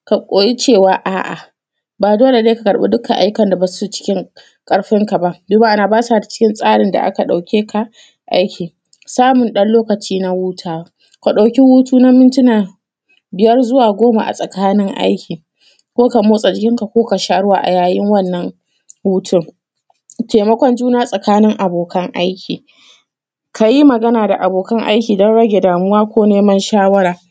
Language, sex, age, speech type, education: Hausa, female, 15-29, spontaneous, tertiary